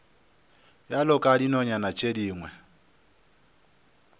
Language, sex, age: Northern Sotho, male, 26